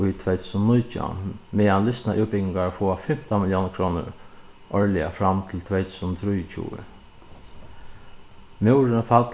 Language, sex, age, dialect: Faroese, male, 36-60, Suðuroy